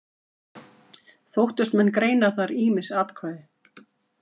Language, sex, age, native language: Icelandic, female, 50-59, Icelandic